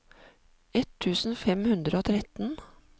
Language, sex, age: Norwegian, female, 52